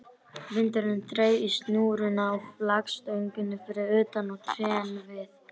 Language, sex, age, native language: Icelandic, female, 30-39, Icelandic